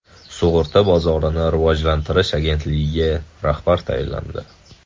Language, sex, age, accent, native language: Uzbek, male, 18-24, Toshkent shahri, Uzbek